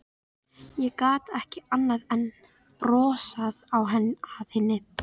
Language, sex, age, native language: Icelandic, female, 13, Icelandic